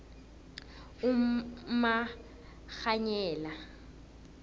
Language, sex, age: South Ndebele, female, 21